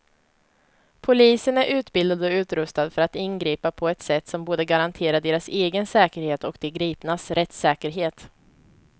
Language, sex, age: Swedish, female, 25